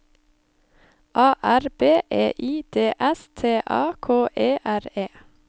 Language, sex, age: Norwegian, female, 25